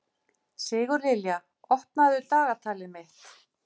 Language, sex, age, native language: Icelandic, female, 50-59, Icelandic